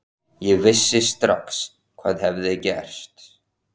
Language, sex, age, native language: Icelandic, male, 14, Icelandic